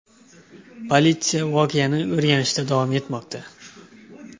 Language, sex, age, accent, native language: Uzbek, male, 18-24, Xorazm, Uzbek